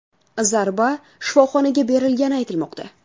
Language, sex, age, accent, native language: Uzbek, female, 19-29, Buxoro, Uzbek